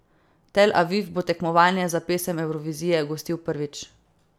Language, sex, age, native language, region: Slovenian, female, 18-29, Slovenian, Savinja region